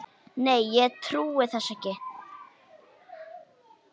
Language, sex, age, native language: Icelandic, female, 9, Icelandic